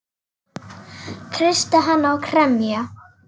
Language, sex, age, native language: Icelandic, female, 8, Icelandic